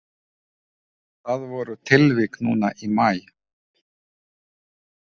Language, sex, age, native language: Icelandic, male, 30-39, Ukrainian